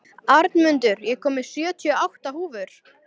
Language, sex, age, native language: Icelandic, female, 13, Icelandic